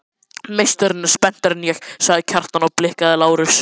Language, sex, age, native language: Icelandic, male, 11, Icelandic